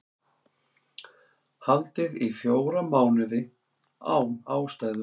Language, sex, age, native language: Icelandic, male, 40-49, Icelandic